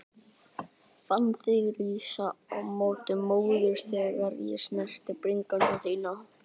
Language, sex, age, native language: Icelandic, female, 60-69, Icelandic